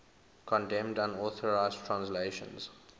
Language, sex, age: English, male, 21